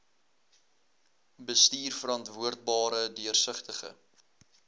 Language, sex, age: Afrikaans, male, 21